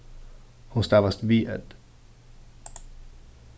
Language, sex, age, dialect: Faroese, male, 15-35, Suðurstreymoy